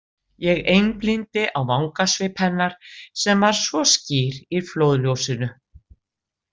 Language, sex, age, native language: Icelandic, female, 60-69, Icelandic